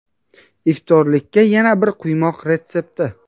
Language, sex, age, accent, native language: Uzbek, male, 18-24, Buxoro, Uzbek